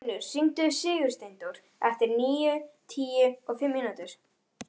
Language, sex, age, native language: Icelandic, female, 11, Icelandic